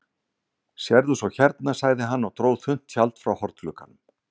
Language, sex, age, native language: Icelandic, male, 60-69, Icelandic